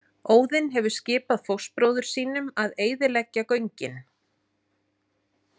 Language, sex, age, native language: Icelandic, female, 40-49, Icelandic